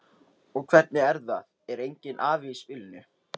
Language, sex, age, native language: Icelandic, male, 13, Icelandic